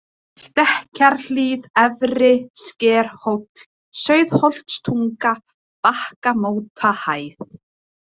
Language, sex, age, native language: Icelandic, female, 20-29, Icelandic